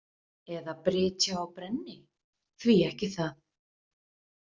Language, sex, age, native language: Icelandic, female, 20-29, Icelandic